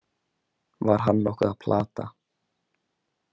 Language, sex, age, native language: Icelandic, male, 18-19, Icelandic